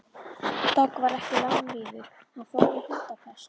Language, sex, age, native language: Icelandic, female, 11, Icelandic